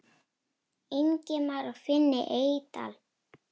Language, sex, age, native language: Icelandic, female, 9, Icelandic